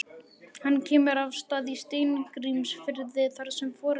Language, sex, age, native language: Icelandic, male, 11, Icelandic